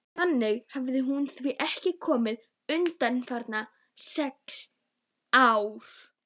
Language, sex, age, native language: Icelandic, female, 12, Icelandic